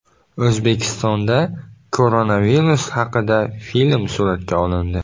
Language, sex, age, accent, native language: Uzbek, male, 18-24, Buxoro, Uzbek